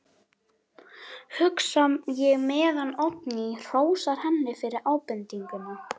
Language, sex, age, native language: Icelandic, female, 11, Icelandic